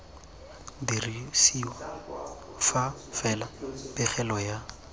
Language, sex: Tswana, male